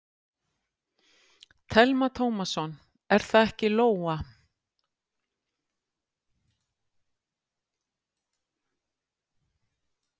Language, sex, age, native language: Icelandic, female, 50-59, Icelandic